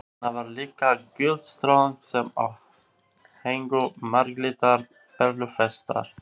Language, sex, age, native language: Icelandic, male, 40-49, Albanian